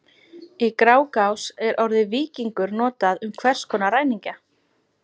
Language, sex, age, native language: Icelandic, female, 20-29, Icelandic